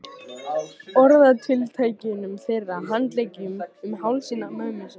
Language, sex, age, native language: Icelandic, male, 14, Icelandic